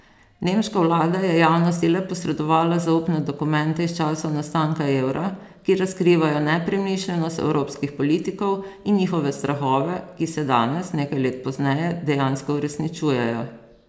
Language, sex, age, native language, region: Slovenian, female, 50-59, Slovenian, Posavska region